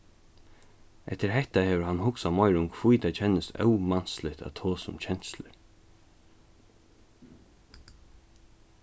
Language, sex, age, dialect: Faroese, male, 15-35, Norðuroyggjar